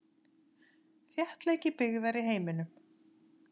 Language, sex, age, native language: Icelandic, female, 30-39, Icelandic